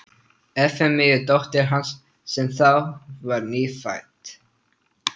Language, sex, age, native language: Icelandic, male, 13, Icelandic